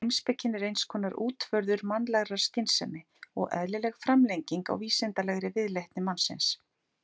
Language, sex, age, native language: Icelandic, female, 40-49, Icelandic